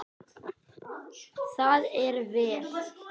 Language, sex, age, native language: Icelandic, male, 9, Icelandic